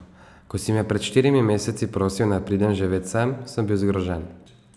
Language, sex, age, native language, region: Slovenian, male, 18-29, Slovenian, Savinja region